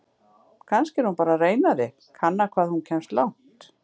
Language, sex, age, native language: Icelandic, female, 50-59, Icelandic